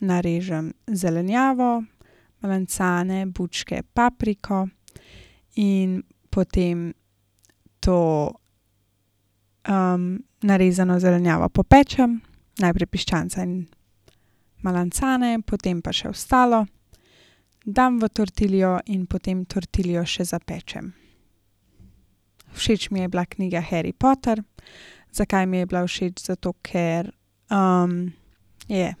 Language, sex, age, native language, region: Slovenian, female, 18-29, Slovenian, Gorenjska region